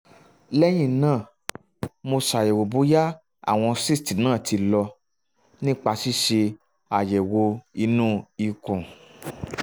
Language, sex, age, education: Yoruba, male, 30-45, tertiary